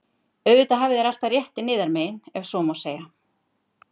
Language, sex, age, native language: Icelandic, female, 50-59, Icelandic